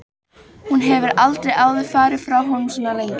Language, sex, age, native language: Icelandic, female, 14, Icelandic